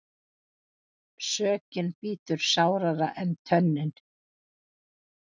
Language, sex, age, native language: Icelandic, female, 40-49, Icelandic